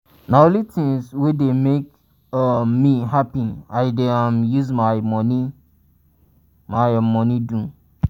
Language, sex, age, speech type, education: Nigerian Pidgin, male, 15-29, spontaneous, tertiary